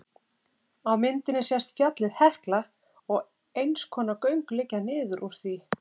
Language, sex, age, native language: Icelandic, female, 30-39, Icelandic